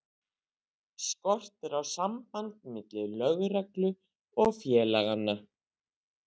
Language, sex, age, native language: Icelandic, female, 60-69, Icelandic